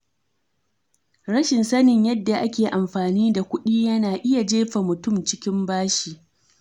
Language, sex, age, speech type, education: Hausa, female, 30-45, read, tertiary